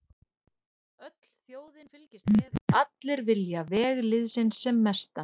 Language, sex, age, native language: Icelandic, female, 20-29, Icelandic